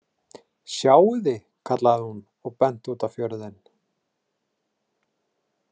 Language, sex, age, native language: Icelandic, male, 30-39, Icelandic